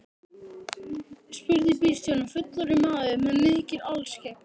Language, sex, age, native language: Icelandic, male, 12, Icelandic